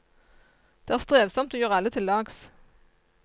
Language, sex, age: Norwegian, female, 54